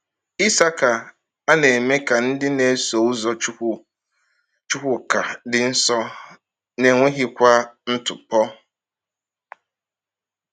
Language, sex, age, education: Igbo, male, 30-45, tertiary